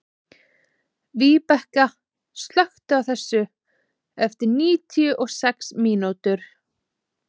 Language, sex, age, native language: Icelandic, female, 20-29, Icelandic